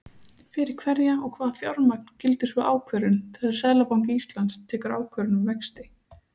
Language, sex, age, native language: Icelandic, female, 30-39, Icelandic